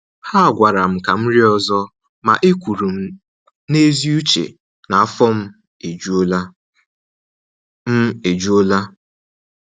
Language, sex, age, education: Igbo, male, 15-29, tertiary